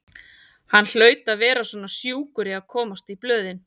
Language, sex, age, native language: Icelandic, female, 40-49, Icelandic